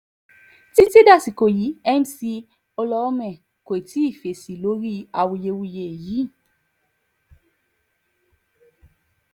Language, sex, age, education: Yoruba, female, 15-29, tertiary